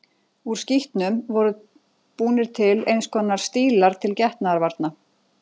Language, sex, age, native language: Icelandic, female, 40-49, Icelandic